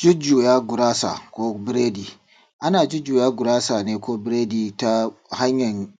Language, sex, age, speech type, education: Hausa, male, 30-45, spontaneous, tertiary